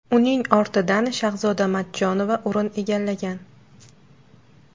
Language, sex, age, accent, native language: Uzbek, female, 18-24, Qashqadaryo, Uzbek